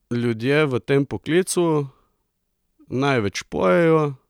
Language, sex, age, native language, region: Slovenian, male, 30-49, Slovenian, Coastal Karst region